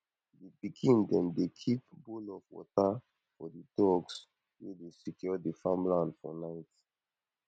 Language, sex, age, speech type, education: Nigerian Pidgin, male, 15-29, spontaneous, tertiary